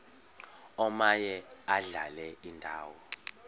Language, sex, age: Xhosa, male, 31